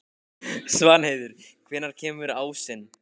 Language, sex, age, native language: Icelandic, male, 15, Icelandic